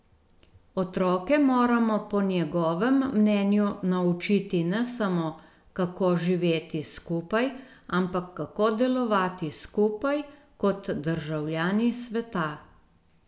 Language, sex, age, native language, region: Slovenian, female, 50-59, Slovenian, Gorenjska region